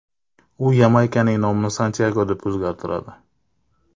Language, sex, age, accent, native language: Uzbek, male, 25-34, Navoiy, Uzbek